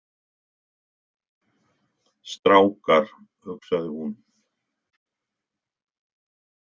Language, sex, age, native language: Icelandic, male, 60-69, Icelandic